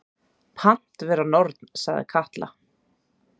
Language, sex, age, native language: Icelandic, female, 30-39, Icelandic